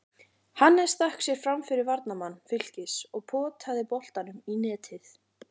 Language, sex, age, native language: Icelandic, female, 40-49, Icelandic